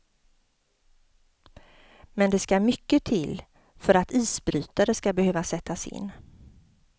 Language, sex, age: Swedish, female, 50